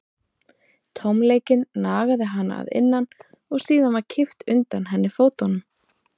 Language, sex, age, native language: Icelandic, female, 30-39, Icelandic